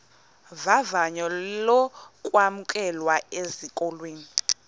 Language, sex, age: Xhosa, female, 20